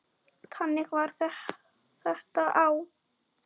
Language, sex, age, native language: Icelandic, female, 9, Icelandic